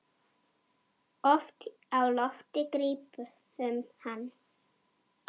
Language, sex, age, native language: Icelandic, female, 8, Icelandic